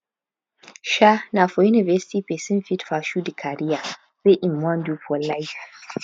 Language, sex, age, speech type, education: Nigerian Pidgin, female, 15-29, spontaneous, tertiary